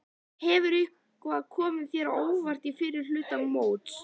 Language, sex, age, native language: Icelandic, female, 11, Icelandic